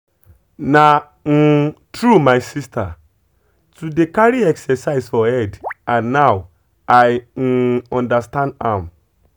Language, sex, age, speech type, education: Nigerian Pidgin, male, 30-45, spontaneous, tertiary